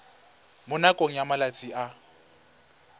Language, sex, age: Tswana, male, 20